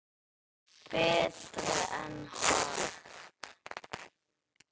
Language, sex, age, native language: Icelandic, male, 10, Icelandic